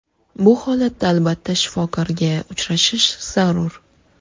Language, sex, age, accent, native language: Uzbek, female, 18-24, Toshkent shahri, Uzbek